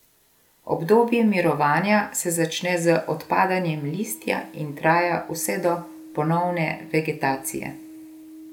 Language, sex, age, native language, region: Slovenian, female, 50-59, Slovenian, Gorenjska region